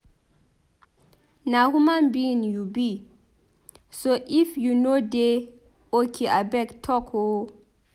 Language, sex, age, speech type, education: Nigerian Pidgin, female, 15-29, read, tertiary